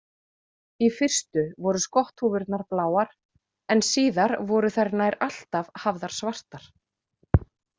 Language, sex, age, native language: Icelandic, female, 40-49, Icelandic